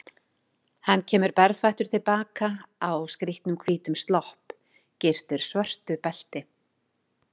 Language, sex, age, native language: Icelandic, female, 40-49, Icelandic